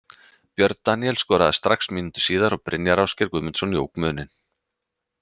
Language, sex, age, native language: Icelandic, male, 30-39, Icelandic